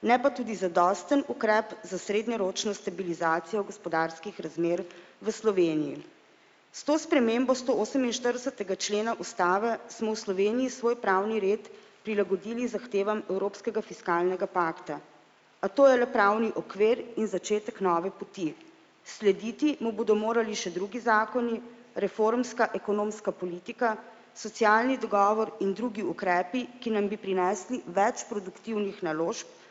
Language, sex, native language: Slovenian, female, Slovenian